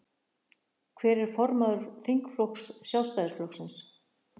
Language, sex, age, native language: Icelandic, female, 60-69, Icelandic